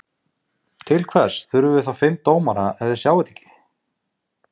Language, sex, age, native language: Icelandic, male, 20-29, Icelandic